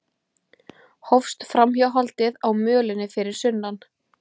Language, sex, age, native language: Icelandic, female, 20-29, Icelandic